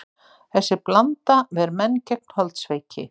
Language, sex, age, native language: Icelandic, female, 60-69, Icelandic